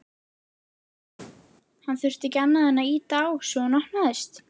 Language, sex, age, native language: Icelandic, female, 11, Icelandic